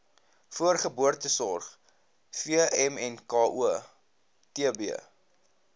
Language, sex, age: Afrikaans, male, 19